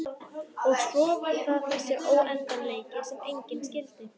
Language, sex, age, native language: Icelandic, female, 12, Icelandic